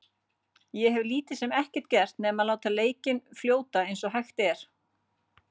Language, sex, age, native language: Icelandic, female, 40-49, Icelandic